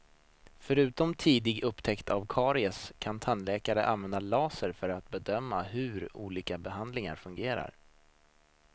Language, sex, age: Swedish, male, 26